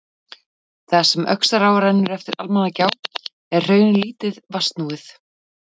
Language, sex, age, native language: Icelandic, female, 40-49, Icelandic